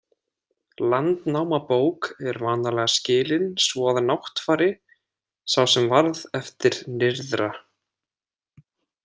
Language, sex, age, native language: Icelandic, male, 30-39, Icelandic